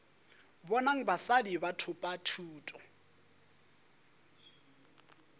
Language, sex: Northern Sotho, male